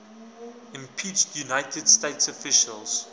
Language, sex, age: English, male, 20